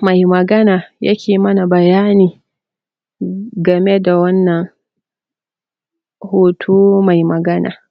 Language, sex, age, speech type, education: Hausa, female, 30-45, spontaneous, tertiary